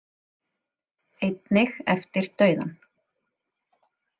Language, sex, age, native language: Icelandic, female, 30-39, Icelandic